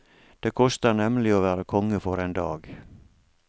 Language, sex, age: Norwegian, male, 47